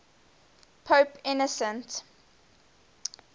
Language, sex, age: English, female, 20